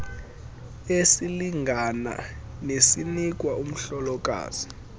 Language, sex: Xhosa, male